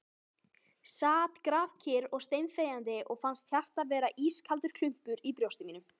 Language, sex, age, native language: Icelandic, female, 18-19, Icelandic